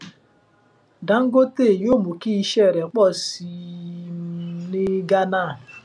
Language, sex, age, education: Yoruba, male, 15-29, tertiary